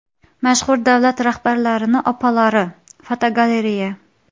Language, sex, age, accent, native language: Uzbek, female, 18-24, Xorazm, Uzbek